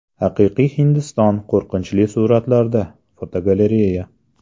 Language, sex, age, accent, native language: Uzbek, male, 35+, Andijon, Uzbek